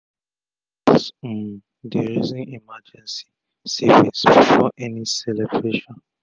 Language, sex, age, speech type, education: Nigerian Pidgin, male, 30-45, spontaneous, tertiary